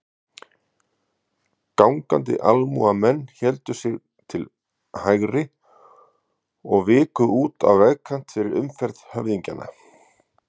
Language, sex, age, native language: Icelandic, male, 50-59, Icelandic